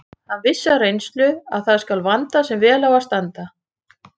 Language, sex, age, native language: Icelandic, female, 30-39, Icelandic